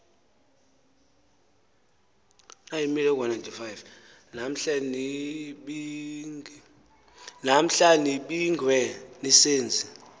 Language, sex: Xhosa, male